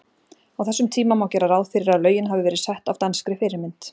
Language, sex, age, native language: Icelandic, female, 40-49, Icelandic